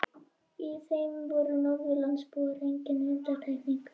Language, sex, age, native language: Icelandic, female, 21, Icelandic